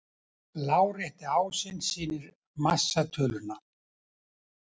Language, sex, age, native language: Icelandic, male, 70-79, Icelandic